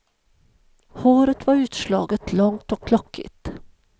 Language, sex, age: Swedish, female, 51